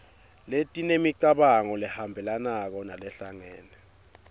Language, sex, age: Swati, male, 22